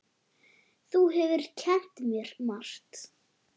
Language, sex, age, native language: Icelandic, female, 9, Icelandic